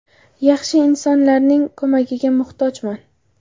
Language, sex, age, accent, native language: Uzbek, female, 18-24, Farg'ona, Uzbek